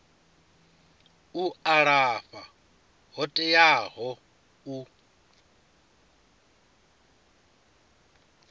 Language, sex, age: Venda, male, 25